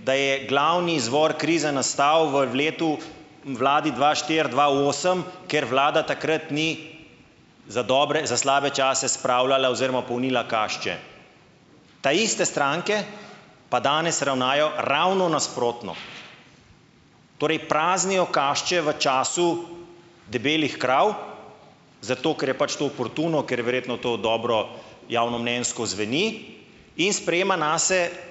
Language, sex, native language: Slovenian, male, Slovenian